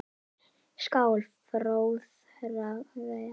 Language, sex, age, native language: Icelandic, male, 10, Icelandic